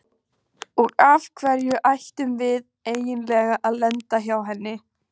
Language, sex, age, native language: Icelandic, female, 15, Icelandic